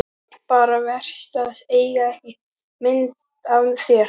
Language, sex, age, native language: Icelandic, male, 12, Icelandic